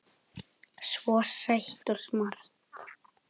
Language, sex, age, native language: Icelandic, male, 10, Icelandic